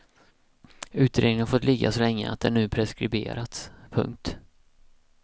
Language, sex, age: Swedish, male, 31